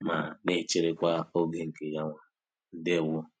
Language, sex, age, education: Igbo, male, 30-45, tertiary